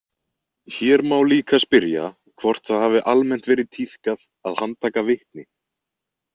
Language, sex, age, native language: Icelandic, male, 20-29, Icelandic